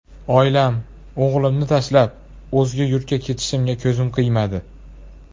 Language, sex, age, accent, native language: Uzbek, male, under 19, Farg'ona, Uzbek